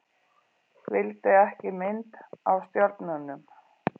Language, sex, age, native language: Icelandic, female, 40-49, Icelandic